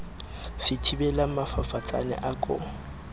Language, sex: Southern Sotho, male